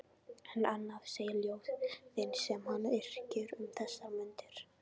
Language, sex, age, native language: Icelandic, female, 13, Icelandic